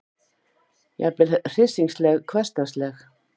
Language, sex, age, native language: Icelandic, female, 50-59, Icelandic